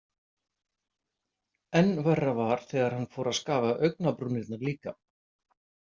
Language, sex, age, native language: Icelandic, male, 50-59, Icelandic